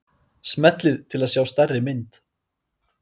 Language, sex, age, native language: Icelandic, male, 30-39, Icelandic